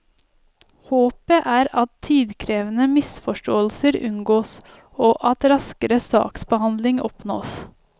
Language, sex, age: Norwegian, female, 30